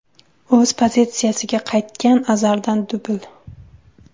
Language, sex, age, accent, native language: Uzbek, female, 19-29, Surxondaryo, Uzbek